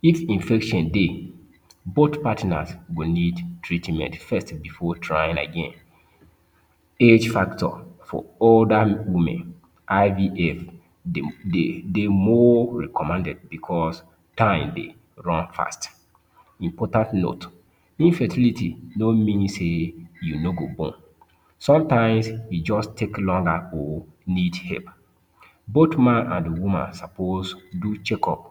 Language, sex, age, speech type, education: Nigerian Pidgin, male, 30-45, spontaneous, tertiary